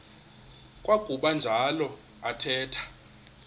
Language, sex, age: Xhosa, male, 21